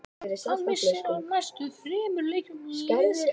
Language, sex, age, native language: Icelandic, female, 18-19, Icelandic